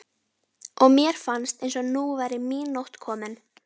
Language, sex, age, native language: Icelandic, female, 12, Icelandic